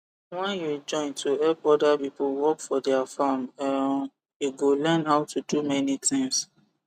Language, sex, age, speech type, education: Nigerian Pidgin, male, 15-29, spontaneous, tertiary